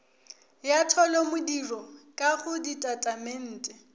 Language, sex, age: Northern Sotho, female, 24